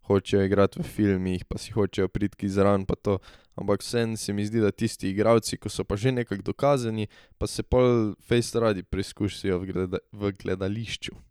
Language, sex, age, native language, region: Slovenian, male, 18-29, Slovenian, Drava region